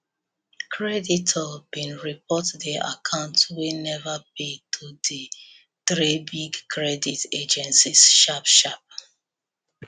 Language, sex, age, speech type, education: Nigerian Pidgin, female, 30-45, spontaneous, tertiary